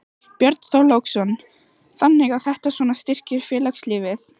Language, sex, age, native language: Icelandic, female, 14, Icelandic